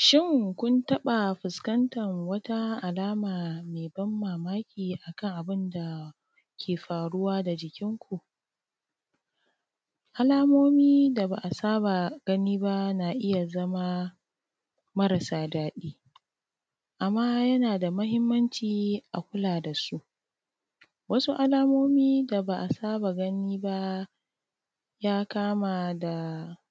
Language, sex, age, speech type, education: Hausa, female, 30-45, spontaneous, tertiary